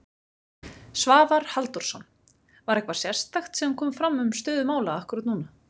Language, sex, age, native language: Icelandic, female, 20-29, Icelandic